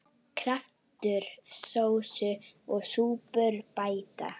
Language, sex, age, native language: Icelandic, female, 9, Icelandic